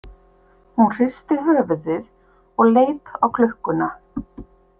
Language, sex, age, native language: Icelandic, female, 50-59, Icelandic